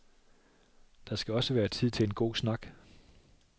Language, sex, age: Danish, male, 37